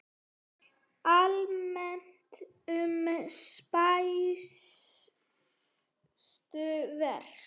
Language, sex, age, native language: Icelandic, female, 9, Icelandic